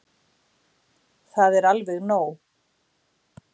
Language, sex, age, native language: Icelandic, female, 60-69, Icelandic